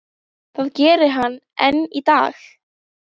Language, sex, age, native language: Icelandic, female, 12, Icelandic